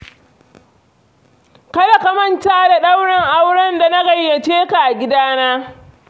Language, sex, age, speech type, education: Hausa, female, 46-60, read, secondary